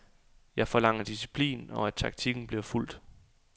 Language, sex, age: Danish, male, 28